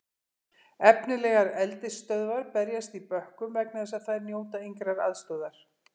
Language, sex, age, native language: Icelandic, female, 50-59, Icelandic